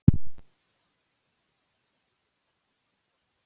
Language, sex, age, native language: Icelandic, female, 18-19, Icelandic